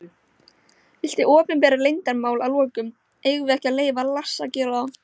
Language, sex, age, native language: Icelandic, male, 16, Icelandic